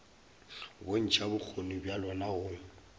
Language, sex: Northern Sotho, male